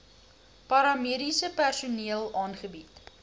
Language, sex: Afrikaans, female